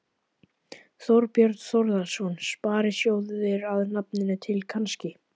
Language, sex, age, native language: Icelandic, male, 11, Icelandic